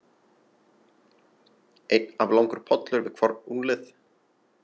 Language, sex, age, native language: Icelandic, male, 20-29, Icelandic